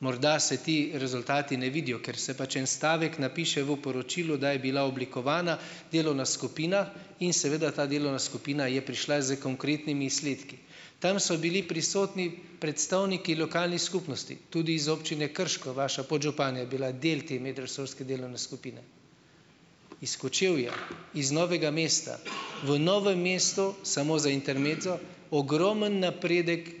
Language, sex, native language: Slovenian, male, Slovenian